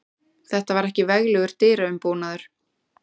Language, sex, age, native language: Icelandic, female, 20-29, Icelandic